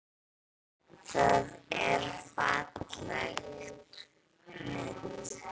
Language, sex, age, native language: Icelandic, female, 10, Icelandic